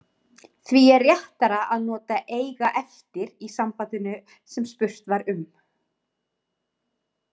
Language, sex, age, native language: Icelandic, female, 30-39, Icelandic